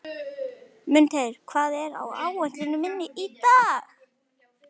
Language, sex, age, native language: Icelandic, male, 11, Icelandic